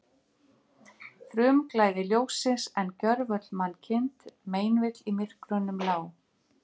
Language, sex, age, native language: Icelandic, female, 50-59, Icelandic